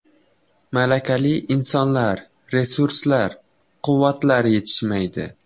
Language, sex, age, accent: Uzbek, male, 12-17, Toshkent viloyati